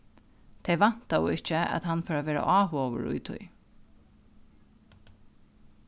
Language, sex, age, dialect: Faroese, female, 36-60, Norðuroyggjar